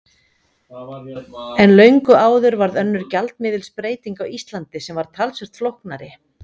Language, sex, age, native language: Icelandic, female, 50-59, Icelandic